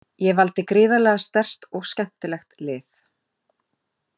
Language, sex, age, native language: Icelandic, female, 40-49, Icelandic